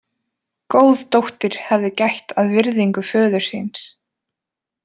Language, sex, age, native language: Icelandic, female, 20-29, Icelandic